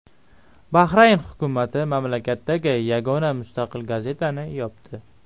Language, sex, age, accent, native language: Uzbek, male, 12-17, Jizzax, Uzbek